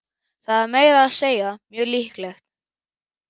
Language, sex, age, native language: Icelandic, male, 11, Icelandic